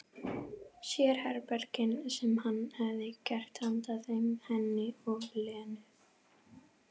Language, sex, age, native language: Icelandic, female, 11, Icelandic